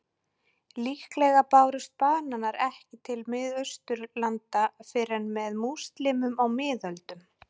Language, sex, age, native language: Icelandic, female, 40-49, Icelandic